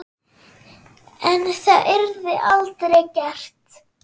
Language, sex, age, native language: Icelandic, female, 9, Icelandic